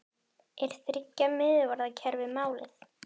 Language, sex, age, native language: Icelandic, female, 10, Icelandic